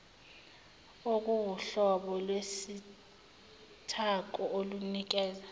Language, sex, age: Zulu, female, 24